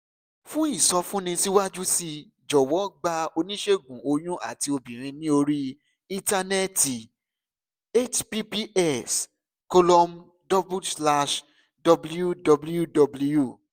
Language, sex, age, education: Yoruba, male, 15-29, secondary